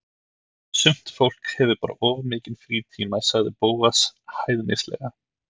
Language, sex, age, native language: Icelandic, male, 30-39, Icelandic